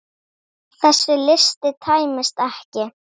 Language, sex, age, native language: Icelandic, female, 7, Icelandic